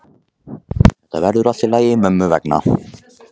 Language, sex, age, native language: Icelandic, male, 14, Icelandic